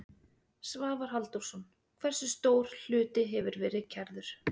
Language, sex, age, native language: Icelandic, female, 30-39, Icelandic